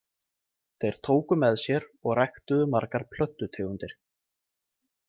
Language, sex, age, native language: Icelandic, male, 20-29, Icelandic